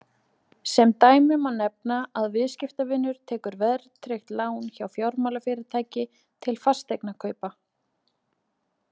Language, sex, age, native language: Icelandic, female, 20-29, Icelandic